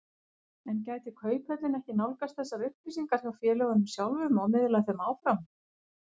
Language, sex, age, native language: Icelandic, female, 50-59, Icelandic